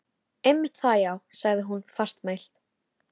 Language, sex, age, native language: Icelandic, female, 13, Icelandic